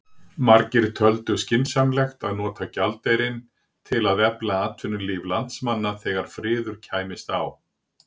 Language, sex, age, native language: Icelandic, male, 60-69, Icelandic